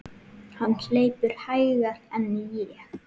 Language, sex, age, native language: Icelandic, male, 8, Icelandic